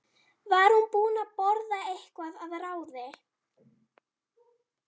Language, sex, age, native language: Icelandic, female, 12, Icelandic